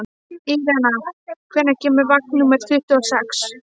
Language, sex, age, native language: Icelandic, female, 12, Icelandic